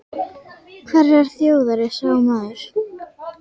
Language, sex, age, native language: Icelandic, female, 10, Icelandic